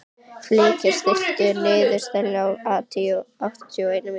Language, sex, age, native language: Icelandic, female, 12, Icelandic